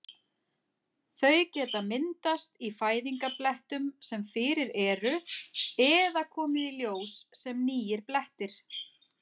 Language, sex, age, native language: Icelandic, female, 40-49, Icelandic